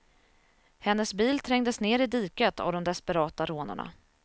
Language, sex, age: Swedish, female, 27